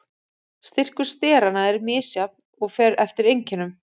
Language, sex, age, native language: Icelandic, female, 30-39, Icelandic